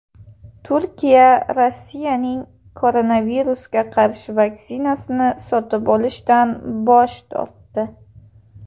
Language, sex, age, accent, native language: Uzbek, female, 18-24, Buxoro, Uzbek